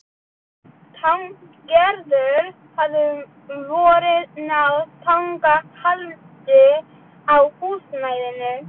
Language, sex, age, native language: Icelandic, female, 12, Icelandic